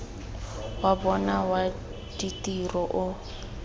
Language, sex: Tswana, female